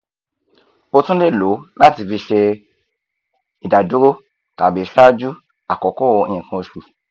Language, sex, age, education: Yoruba, male, 15-29, tertiary